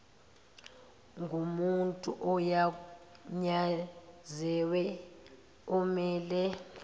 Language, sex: Zulu, female